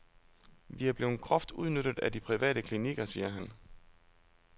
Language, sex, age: Danish, male, 32